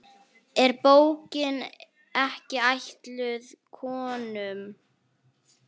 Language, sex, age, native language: Icelandic, female, 9, Icelandic